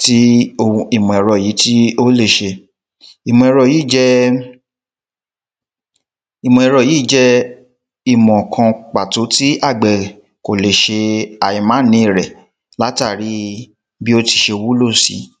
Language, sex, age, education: Yoruba, male, 15-29, tertiary